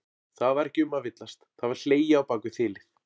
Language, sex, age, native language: Icelandic, male, 40-49, Icelandic